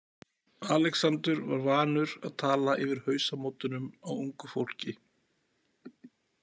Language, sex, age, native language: Icelandic, male, 40-49, Icelandic